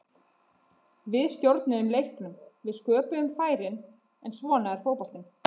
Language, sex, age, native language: Icelandic, female, 20-29, Icelandic